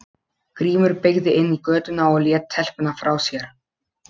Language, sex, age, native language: Icelandic, male, 12, Polish